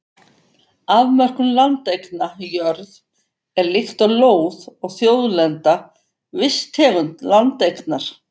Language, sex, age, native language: Icelandic, female, 50-59, Icelandic